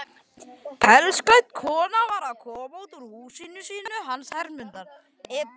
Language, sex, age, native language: Icelandic, male, 11, Icelandic